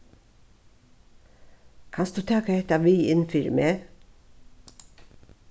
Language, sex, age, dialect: Faroese, female, 36-60, Norðuroyggjar